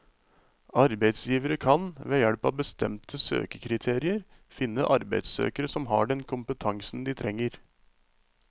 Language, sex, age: Norwegian, male, 35